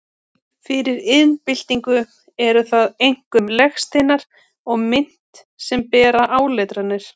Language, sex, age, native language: Icelandic, female, 30-39, Icelandic